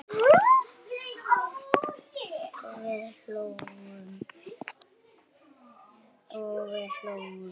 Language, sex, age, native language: Icelandic, female, 9, Icelandic